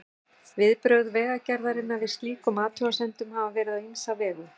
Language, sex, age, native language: Icelandic, female, 60-69, Icelandic